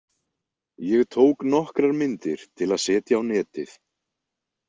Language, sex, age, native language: Icelandic, male, 20-29, Icelandic